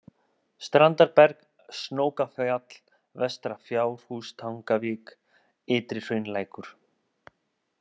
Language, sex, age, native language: Icelandic, male, 30-39, Icelandic